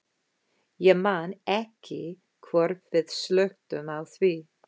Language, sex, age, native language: Icelandic, female, 50-59, English